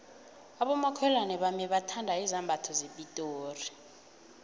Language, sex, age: South Ndebele, female, 18